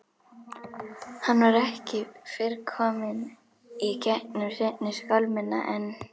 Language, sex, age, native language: Icelandic, other, 11, Icelandic